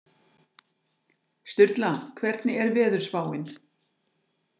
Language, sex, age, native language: Icelandic, female, 60-69, Icelandic